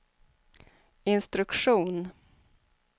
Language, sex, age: Swedish, female, 29